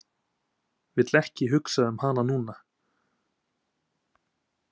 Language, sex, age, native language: Icelandic, male, 20-29, Icelandic